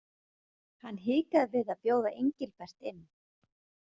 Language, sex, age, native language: Icelandic, female, 40-49, Icelandic